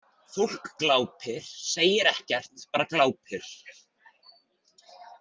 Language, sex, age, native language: Icelandic, male, 40-49, Icelandic